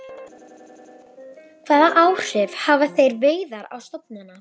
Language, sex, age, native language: Icelandic, female, 12, Icelandic